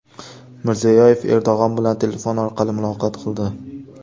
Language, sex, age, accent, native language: Uzbek, male, 18-24, Jizzax, Uzbek